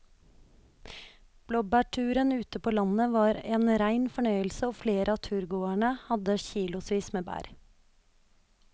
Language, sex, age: Norwegian, female, 29